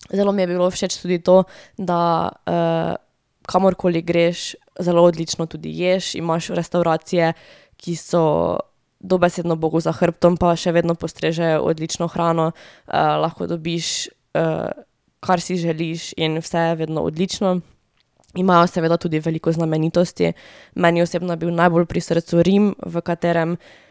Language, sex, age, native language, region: Slovenian, female, 18-29, Slovenian, Drava region